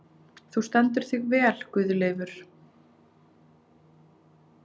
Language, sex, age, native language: Icelandic, female, 20-29, Icelandic